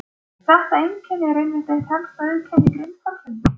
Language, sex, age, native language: Icelandic, female, 30-39, Icelandic